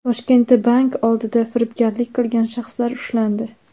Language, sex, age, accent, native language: Uzbek, female, under 19, Andijon, Uzbek